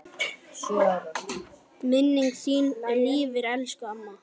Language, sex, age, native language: Icelandic, male, 10, Icelandic